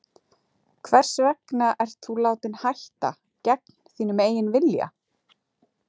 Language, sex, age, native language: Icelandic, female, 40-49, Icelandic